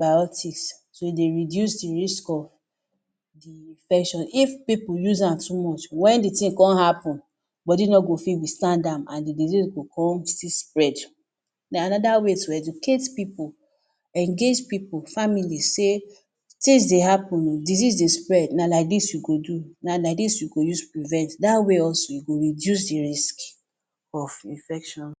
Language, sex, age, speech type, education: Nigerian Pidgin, female, 30-45, spontaneous, tertiary